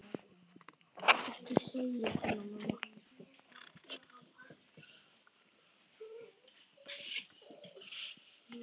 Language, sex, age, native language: Icelandic, male, 9, Icelandic